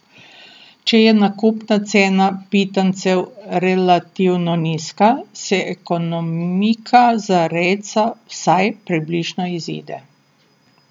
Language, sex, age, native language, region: Slovenian, female, 60+, Slovenian, Southeast Slovenia